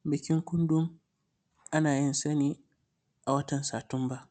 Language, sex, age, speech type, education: Hausa, male, 15-29, spontaneous, secondary